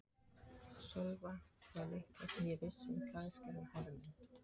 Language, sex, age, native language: Icelandic, female, 30-39, Icelandic